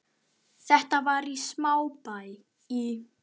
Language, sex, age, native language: Icelandic, male, 9, Icelandic